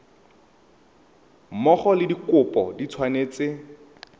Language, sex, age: Tswana, male, 31